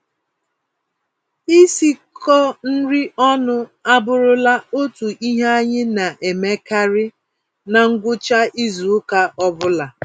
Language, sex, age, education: Igbo, female, 46-60, tertiary